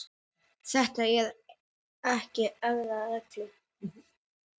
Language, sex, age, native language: Icelandic, male, 9, Icelandic